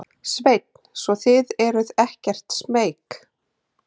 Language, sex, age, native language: Icelandic, female, 40-49, Icelandic